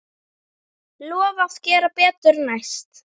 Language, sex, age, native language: Icelandic, female, 9, Icelandic